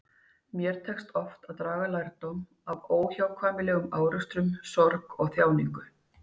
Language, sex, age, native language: Icelandic, female, 50-59, Icelandic